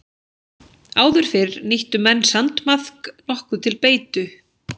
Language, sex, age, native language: Icelandic, female, 16, Icelandic